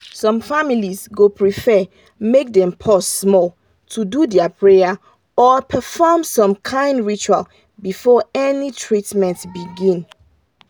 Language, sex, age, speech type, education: Nigerian Pidgin, female, 30-45, spontaneous, tertiary